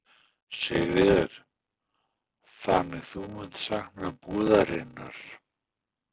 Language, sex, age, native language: Icelandic, male, 60-69, Icelandic